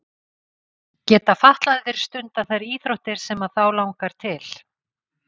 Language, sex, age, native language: Icelandic, female, 50-59, Icelandic